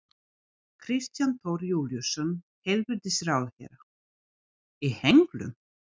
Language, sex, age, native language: Icelandic, female, 40-49, Serbo-Croatian